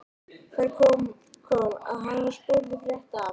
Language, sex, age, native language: Icelandic, female, 13, Icelandic